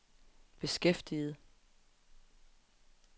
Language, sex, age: Danish, female, 20